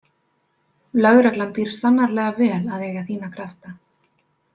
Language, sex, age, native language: Icelandic, female, 20-29, Icelandic